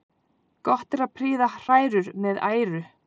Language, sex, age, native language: Icelandic, female, 40-49, Icelandic